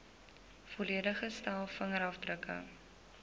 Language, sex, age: Afrikaans, female, 20